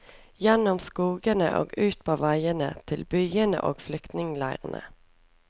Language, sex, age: Norwegian, female, 24